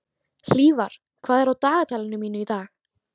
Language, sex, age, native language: Icelandic, female, 13, Icelandic